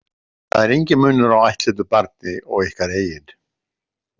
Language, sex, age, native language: Icelandic, male, 60-69, Icelandic